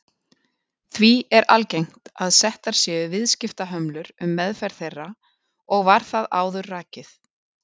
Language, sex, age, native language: Icelandic, female, 40-49, Icelandic